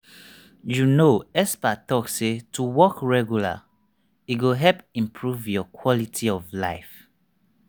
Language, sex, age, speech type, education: Nigerian Pidgin, male, 30-45, spontaneous, tertiary